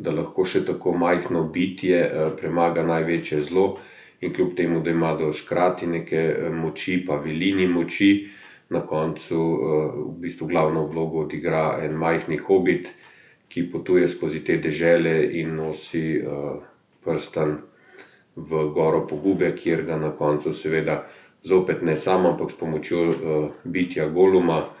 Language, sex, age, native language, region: Slovenian, male, 50-59, Slovenian, Central Slovenia